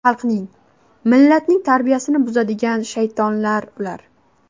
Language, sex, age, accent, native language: Uzbek, female, 18-24, Qashqadaryo, Uzbek